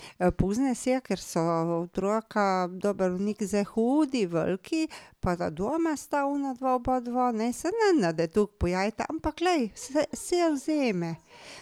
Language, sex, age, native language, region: Slovenian, female, 50-59, Slovenian, Drava region